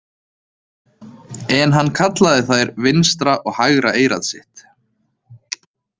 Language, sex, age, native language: Icelandic, male, 30-39, Icelandic